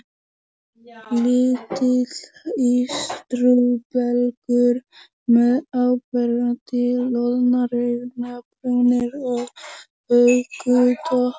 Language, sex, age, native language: Icelandic, male, 11, Polish